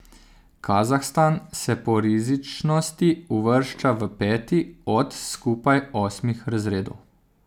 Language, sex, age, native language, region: Slovenian, male, 30-49, Slovenian, Zasavska region